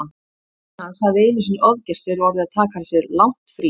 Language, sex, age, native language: Icelandic, female, 50-59, Icelandic